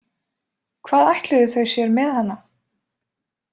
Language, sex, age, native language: Icelandic, female, 20-29, Icelandic